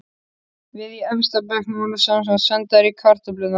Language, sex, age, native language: Icelandic, male, 13, Icelandic